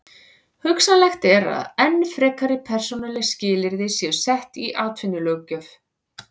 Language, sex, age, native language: Icelandic, female, 40-49, Icelandic